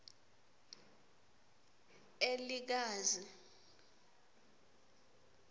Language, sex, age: Swati, female, 26